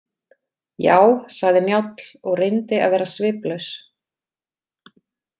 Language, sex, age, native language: Icelandic, female, 30-39, Icelandic